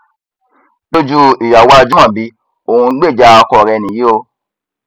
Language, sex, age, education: Yoruba, female, 15-29, tertiary